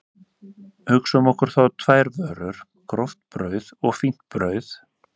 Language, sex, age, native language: Icelandic, male, 30-39, Icelandic